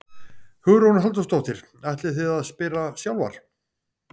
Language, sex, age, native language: Icelandic, male, 50-59, Icelandic